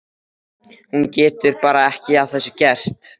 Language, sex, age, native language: Icelandic, male, 13, Icelandic